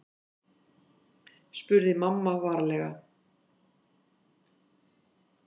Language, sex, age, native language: Icelandic, female, 50-59, Icelandic